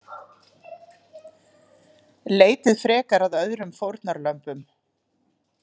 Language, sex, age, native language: Icelandic, female, 40-49, Icelandic